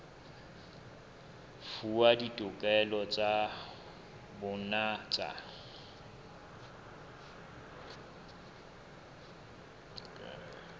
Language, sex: Southern Sotho, male